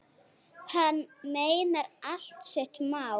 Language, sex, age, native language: Icelandic, female, 8, Icelandic